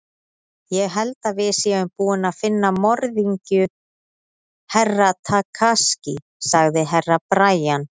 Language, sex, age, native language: Icelandic, female, 30-39, Icelandic